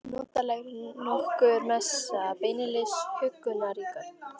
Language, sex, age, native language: Icelandic, female, 13, Icelandic